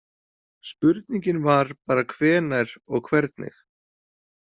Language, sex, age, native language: Icelandic, male, 40-49, Icelandic